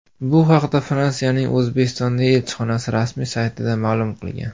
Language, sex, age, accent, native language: Uzbek, male, 18-24, Farg'ona, Uzbek